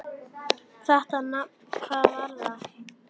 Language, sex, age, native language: Icelandic, female, 9, Icelandic